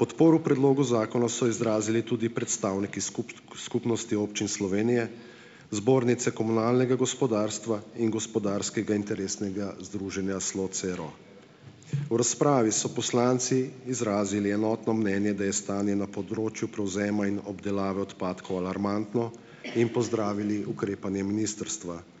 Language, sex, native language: Slovenian, male, Slovenian